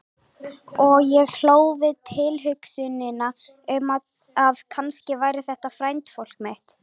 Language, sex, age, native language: Icelandic, female, 18-19, Icelandic